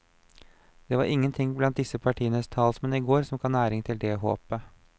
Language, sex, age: Norwegian, male, 29